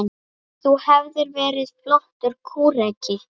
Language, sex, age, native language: Icelandic, female, 8, Icelandic